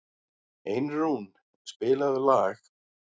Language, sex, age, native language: Icelandic, male, 40-49, Icelandic